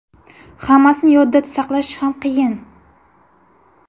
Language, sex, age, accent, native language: Uzbek, female, 18-24, Buxoro, Uzbek